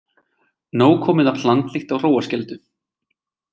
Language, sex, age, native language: Icelandic, male, 20-29, Icelandic